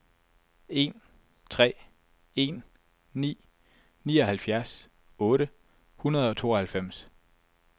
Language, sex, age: Danish, male, 24